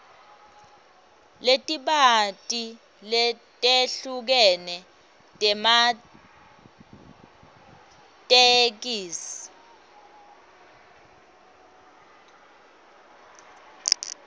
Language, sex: Swati, female